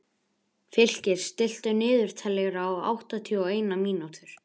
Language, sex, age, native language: Icelandic, male, 11, Icelandic